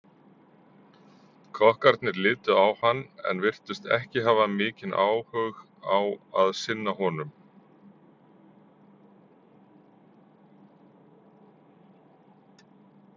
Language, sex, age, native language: Icelandic, male, 40-49, Icelandic